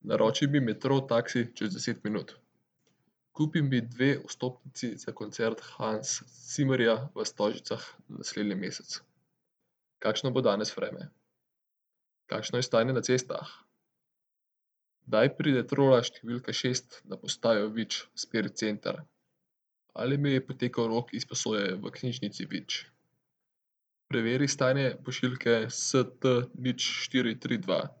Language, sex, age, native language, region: Slovenian, male, 18-29, Slovenian, Central Slovenia